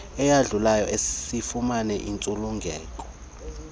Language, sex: Xhosa, male